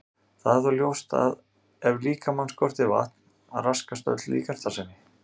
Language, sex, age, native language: Icelandic, male, 30-39, Icelandic